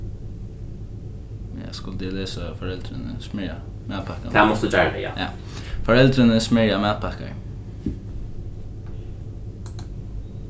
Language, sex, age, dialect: Faroese, male, 15-35, Norðuroyggjar